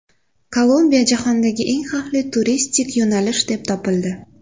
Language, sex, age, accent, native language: Uzbek, female, 18-24, Sirdaryo, Uzbek